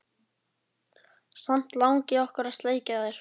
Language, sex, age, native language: Icelandic, male, 11, Icelandic